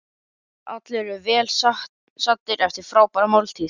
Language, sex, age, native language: Icelandic, male, 11, Icelandic